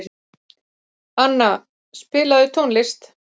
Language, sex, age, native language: Icelandic, female, 50-59, Icelandic